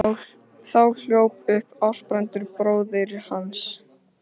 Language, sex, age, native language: Icelandic, male, 15, Icelandic